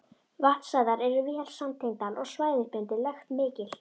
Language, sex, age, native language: Icelandic, female, 11, Icelandic